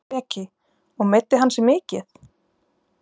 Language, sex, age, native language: Icelandic, female, 20-29, Icelandic